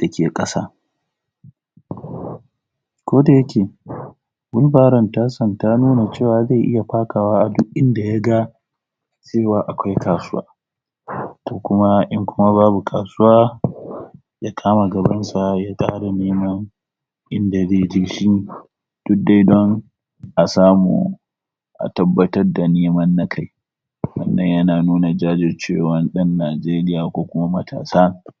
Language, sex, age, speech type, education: Hausa, male, 30-45, spontaneous, tertiary